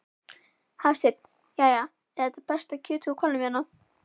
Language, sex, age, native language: Icelandic, female, 11, Icelandic